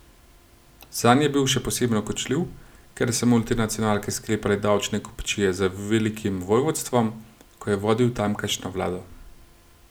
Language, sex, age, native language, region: Slovenian, male, 30-49, Slovenian, Gorenjska region